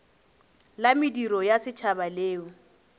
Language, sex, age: Northern Sotho, female, 23